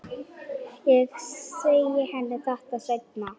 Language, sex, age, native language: Icelandic, female, 10, Icelandic